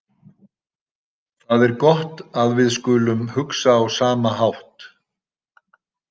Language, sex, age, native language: Icelandic, male, 60-69, Icelandic